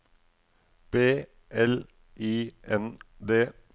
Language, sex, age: Norwegian, male, 44